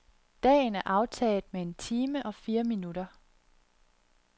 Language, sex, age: Danish, female, 30